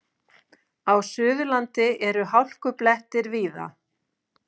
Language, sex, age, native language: Icelandic, female, 50-59, Icelandic